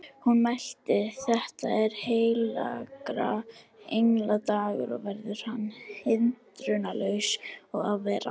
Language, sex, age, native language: Icelandic, female, 18-19, Icelandic